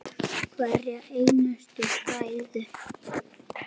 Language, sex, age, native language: Icelandic, male, 7, Icelandic